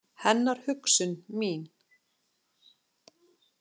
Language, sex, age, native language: Icelandic, female, 40-49, Icelandic